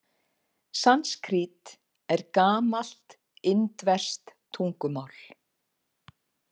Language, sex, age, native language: Icelandic, female, 50-59, Icelandic